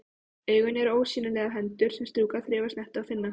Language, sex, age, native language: Icelandic, female, 15, Icelandic